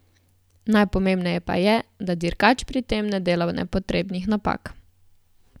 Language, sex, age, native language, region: Slovenian, female, 18-29, Slovenian, Southeast Slovenia